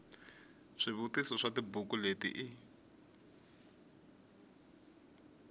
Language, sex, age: Tsonga, male, 21